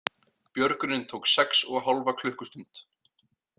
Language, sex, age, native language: Icelandic, male, 18-19, Icelandic